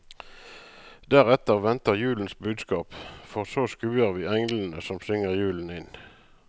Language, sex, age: Norwegian, male, 35